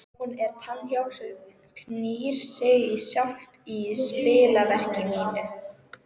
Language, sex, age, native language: Icelandic, female, 13, Icelandic